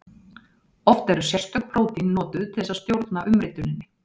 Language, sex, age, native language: Icelandic, female, 30-39, Icelandic